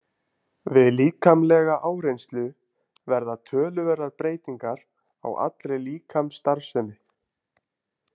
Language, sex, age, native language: Icelandic, male, 20-29, Icelandic